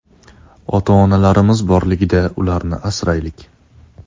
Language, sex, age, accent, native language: Uzbek, male, 19-29, Toshkent shahri, Uzbek